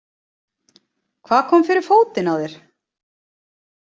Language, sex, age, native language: Icelandic, female, 40-49, Icelandic